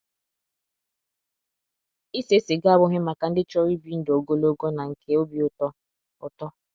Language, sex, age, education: Igbo, female, 15-29, secondary